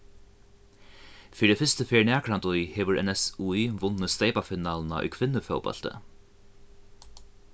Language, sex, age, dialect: Faroese, male, 15-35, Norðuroyggjar